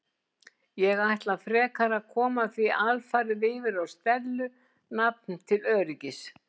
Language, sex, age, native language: Icelandic, female, 70-79, Icelandic